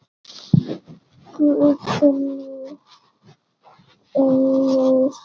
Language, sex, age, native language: Icelandic, female, 8, Icelandic